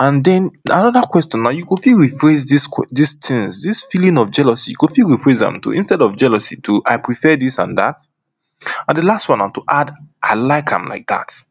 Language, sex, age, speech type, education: Nigerian Pidgin, male, 30-45, spontaneous, tertiary